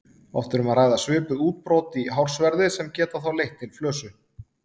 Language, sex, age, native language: Icelandic, male, 30-39, Icelandic